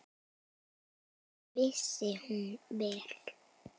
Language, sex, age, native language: Icelandic, female, 9, Icelandic